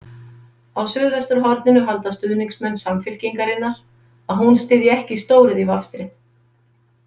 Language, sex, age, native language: Icelandic, female, 50-59, Icelandic